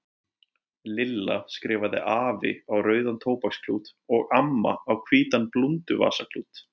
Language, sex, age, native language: Icelandic, male, 20-29, Icelandic